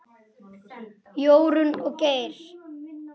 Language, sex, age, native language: Icelandic, male, 9, Icelandic